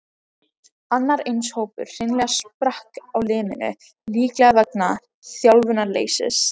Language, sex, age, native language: Icelandic, other, 13, Icelandic